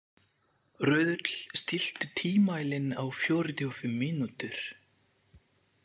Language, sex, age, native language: Icelandic, male, 20-29, French